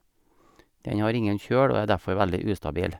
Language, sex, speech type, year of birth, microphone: Norwegian, male, spontaneous, 1956, Sennheiser